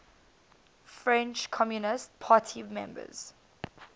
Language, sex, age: English, female, 19